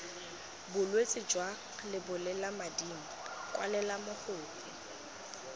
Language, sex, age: Tswana, female, 19